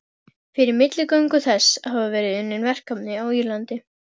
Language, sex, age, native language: Icelandic, female, 12, Icelandic